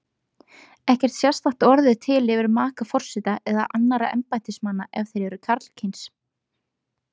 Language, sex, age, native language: Icelandic, female, 20-29, Icelandic